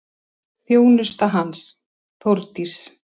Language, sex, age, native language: Icelandic, female, 60-69, Icelandic